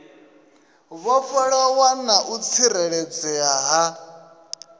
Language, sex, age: Venda, male, 27